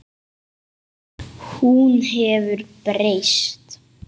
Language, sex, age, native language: Icelandic, male, 8, Icelandic